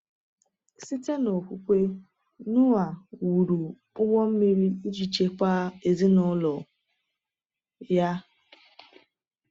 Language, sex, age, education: Igbo, female, 30-45, tertiary